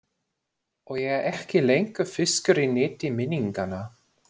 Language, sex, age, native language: Icelandic, male, 20-29, German